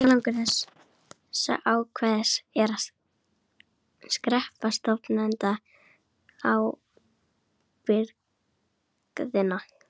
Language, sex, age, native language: Icelandic, female, 12, Icelandic